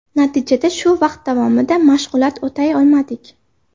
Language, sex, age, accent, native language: Uzbek, female, 18-24, Farg'ona, Uzbek